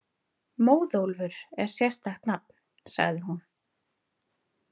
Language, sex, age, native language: Icelandic, female, 30-39, Icelandic